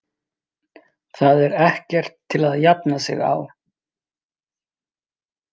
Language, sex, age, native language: Icelandic, male, 30-39, Icelandic